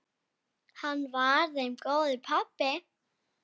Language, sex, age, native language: Icelandic, female, 7, Icelandic